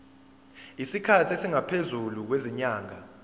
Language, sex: Zulu, female